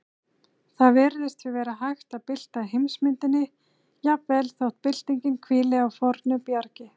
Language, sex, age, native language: Icelandic, female, 30-39, Icelandic